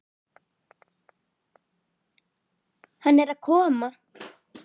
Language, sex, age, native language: Icelandic, female, 9, Icelandic